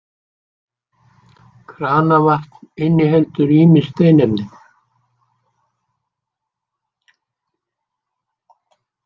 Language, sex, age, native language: Icelandic, male, 60-69, Icelandic